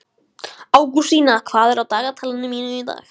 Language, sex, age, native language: Icelandic, male, 14, Icelandic